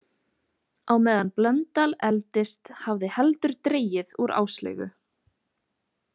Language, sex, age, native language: Icelandic, female, 20-29, Icelandic